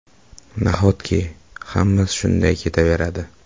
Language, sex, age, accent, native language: Uzbek, male, 18-24, Farg'ona, Uzbek